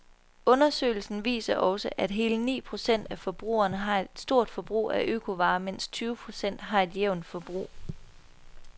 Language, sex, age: Danish, female, 23